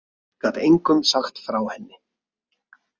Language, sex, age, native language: Icelandic, male, 30-39, Icelandic